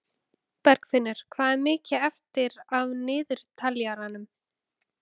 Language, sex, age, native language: Icelandic, female, 14, Icelandic